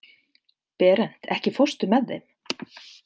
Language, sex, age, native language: Icelandic, female, 50-59, Icelandic